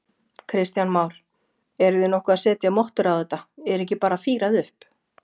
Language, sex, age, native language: Icelandic, female, 40-49, Icelandic